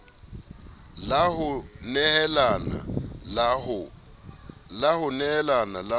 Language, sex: Southern Sotho, male